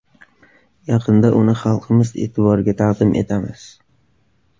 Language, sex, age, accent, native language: Uzbek, male, 18-24, Sirdaryo, Uzbek